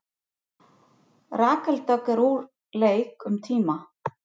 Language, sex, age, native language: Icelandic, female, 50-59, Icelandic